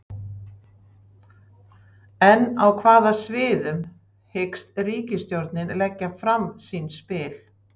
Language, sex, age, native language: Icelandic, female, 60-69, Icelandic